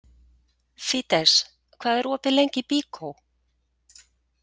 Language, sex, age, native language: Icelandic, female, 40-49, Icelandic